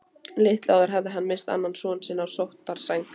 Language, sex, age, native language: Icelandic, female, 15, Icelandic